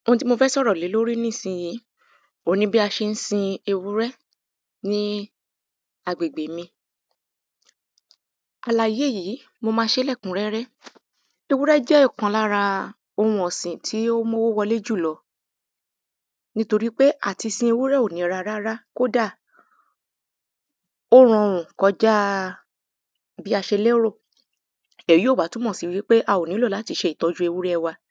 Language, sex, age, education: Yoruba, female, 30-45, primary